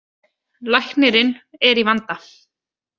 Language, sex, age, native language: Icelandic, female, 20-29, Icelandic